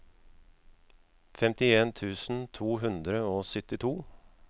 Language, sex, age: Norwegian, male, 36